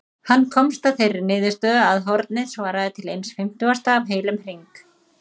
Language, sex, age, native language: Icelandic, male, 30-39, Icelandic